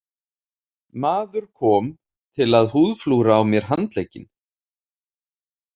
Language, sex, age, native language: Icelandic, male, 30-39, Icelandic